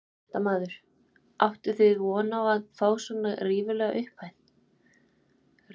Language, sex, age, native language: Icelandic, female, 20-29, Icelandic